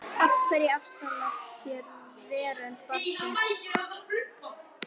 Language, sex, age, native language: Icelandic, female, 11, Icelandic